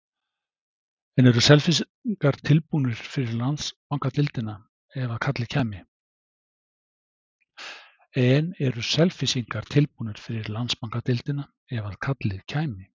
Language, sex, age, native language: Icelandic, male, 60-69, Icelandic